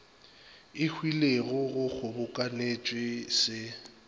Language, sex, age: Northern Sotho, male, 25